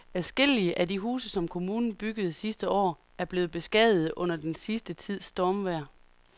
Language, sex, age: Danish, female, 30